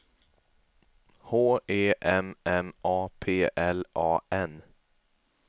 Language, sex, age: Swedish, male, 22